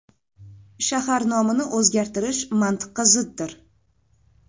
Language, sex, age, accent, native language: Uzbek, female, 18-24, Toshkent shahri, Uzbek